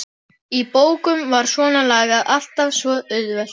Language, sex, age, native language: Icelandic, female, 12, Icelandic